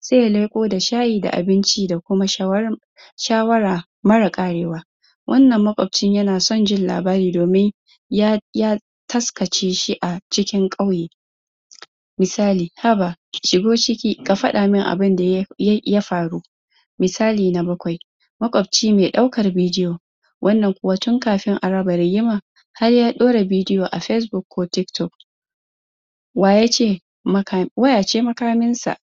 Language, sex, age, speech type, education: Hausa, female, 15-29, spontaneous, tertiary